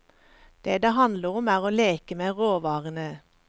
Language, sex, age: Norwegian, female, 54